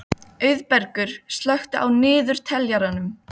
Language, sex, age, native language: Icelandic, female, 12, Icelandic